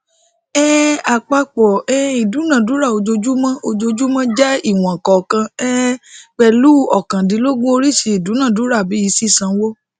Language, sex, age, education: Yoruba, female, 30-45, tertiary